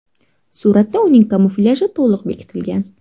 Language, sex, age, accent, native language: Uzbek, female, 18-24, Farg'ona, Uzbek